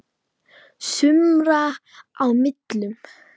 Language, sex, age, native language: Icelandic, female, 9, Icelandic